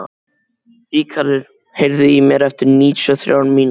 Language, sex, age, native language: Icelandic, male, 12, Icelandic